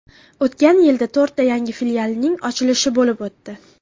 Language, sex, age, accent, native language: Uzbek, female, 18-24, Farg'ona, Uzbek